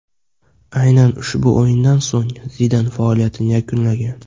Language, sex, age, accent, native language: Uzbek, male, 18-24, Andijon, Uzbek